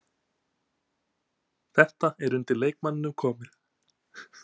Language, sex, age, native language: Icelandic, male, 20-29, Icelandic